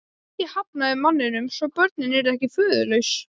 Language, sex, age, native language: Icelandic, male, 12, Icelandic